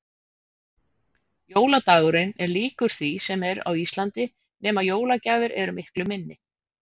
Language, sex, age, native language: Icelandic, female, 50-59, Icelandic